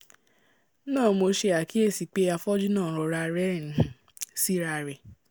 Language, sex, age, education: Yoruba, female, 15-29, tertiary